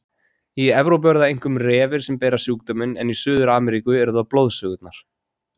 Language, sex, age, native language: Icelandic, male, 20-29, Icelandic